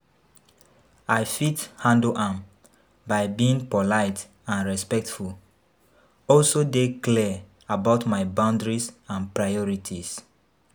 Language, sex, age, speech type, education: Nigerian Pidgin, female, 15-29, spontaneous, tertiary